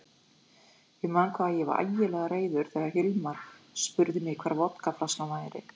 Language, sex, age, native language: Icelandic, female, 40-49, Icelandic